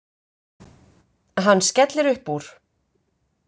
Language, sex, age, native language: Icelandic, female, 50-59, Icelandic